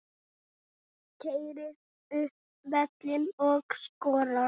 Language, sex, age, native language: Icelandic, male, 6, Icelandic